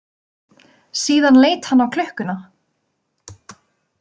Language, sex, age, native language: Icelandic, female, 20-29, Icelandic